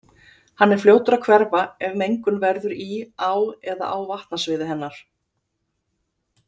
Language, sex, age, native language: Icelandic, female, 30-39, Icelandic